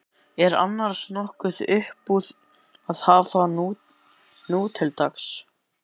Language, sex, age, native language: Icelandic, male, 11, Icelandic